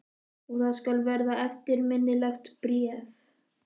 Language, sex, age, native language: Icelandic, male, 11, Icelandic